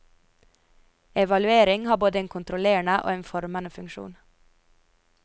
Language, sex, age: Norwegian, female, 22